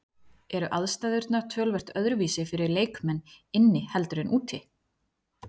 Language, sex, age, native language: Icelandic, female, 30-39, Icelandic